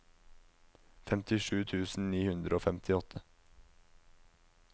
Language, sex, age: Norwegian, male, 19